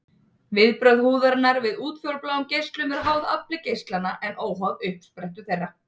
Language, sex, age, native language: Icelandic, female, 30-39, Icelandic